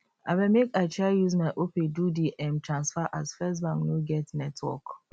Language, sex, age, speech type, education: Nigerian Pidgin, male, 30-45, spontaneous, tertiary